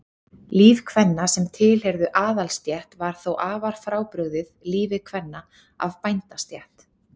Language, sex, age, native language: Icelandic, female, 30-39, Icelandic